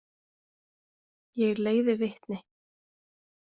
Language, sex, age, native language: Icelandic, female, 20-29, Icelandic